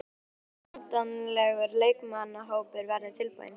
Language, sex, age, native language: Icelandic, female, 12, Icelandic